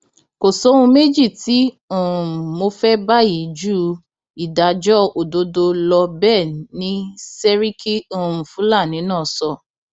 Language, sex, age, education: Yoruba, female, 15-29, tertiary